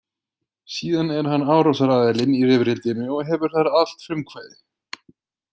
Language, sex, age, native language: Icelandic, male, 20-29, Icelandic